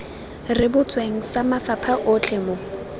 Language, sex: Tswana, female